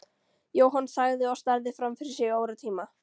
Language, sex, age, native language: Icelandic, female, 13, Icelandic